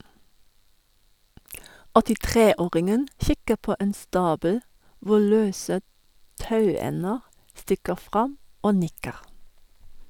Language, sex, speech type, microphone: Norwegian, female, read, Sennheiser